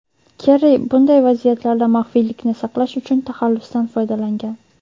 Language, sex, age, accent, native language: Uzbek, female, 18-24, Toshkent shahri, Uzbek